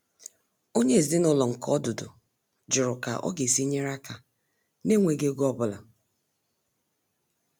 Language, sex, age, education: Igbo, female, 30-45, tertiary